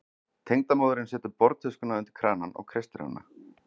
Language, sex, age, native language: Icelandic, male, 40-49, Icelandic